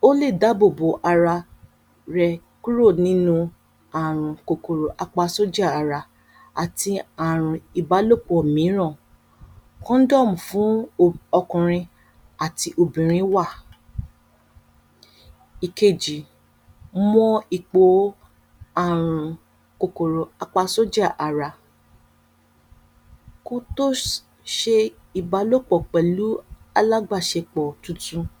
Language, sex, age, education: Yoruba, female, 30-45, tertiary